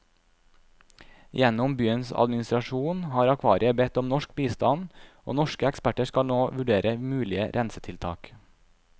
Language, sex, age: Norwegian, male, 26